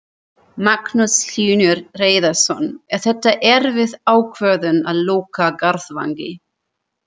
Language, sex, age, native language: Icelandic, female, 30-39, German